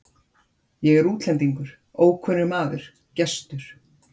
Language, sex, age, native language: Icelandic, female, 50-59, Icelandic